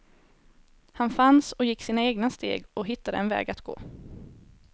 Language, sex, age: Swedish, female, 18